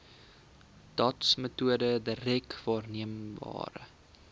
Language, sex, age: Afrikaans, male, 20